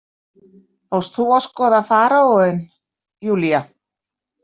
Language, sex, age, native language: Icelandic, female, 60-69, Icelandic